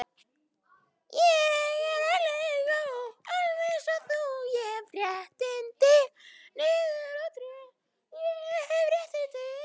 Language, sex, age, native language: Icelandic, male, 11, Icelandic